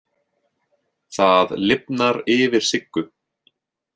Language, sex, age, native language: Icelandic, male, 30-39, Icelandic